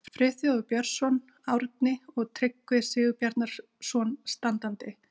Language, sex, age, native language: Icelandic, female, 50-59, Icelandic